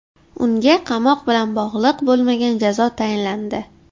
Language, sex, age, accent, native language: Uzbek, female, 12-17, Toshkent shahri, Uzbek